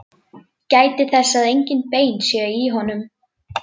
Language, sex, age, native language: Icelandic, female, 11, Icelandic